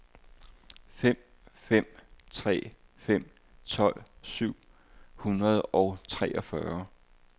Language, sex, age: Danish, male, 58